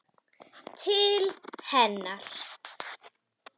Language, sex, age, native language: Icelandic, female, 10, Icelandic